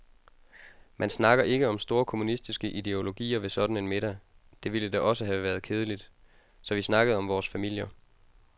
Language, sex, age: Danish, male, 22